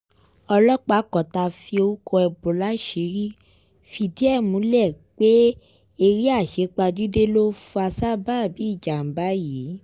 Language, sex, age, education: Yoruba, female, 15-29, tertiary